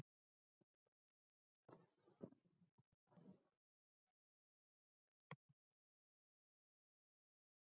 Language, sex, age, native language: Icelandic, other, 60-69, Icelandic